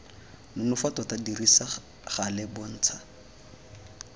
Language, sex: Tswana, male